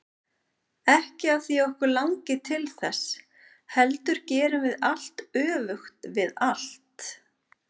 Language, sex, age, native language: Icelandic, female, 30-39, Icelandic